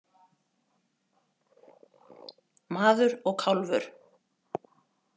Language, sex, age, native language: Icelandic, female, 40-49, Icelandic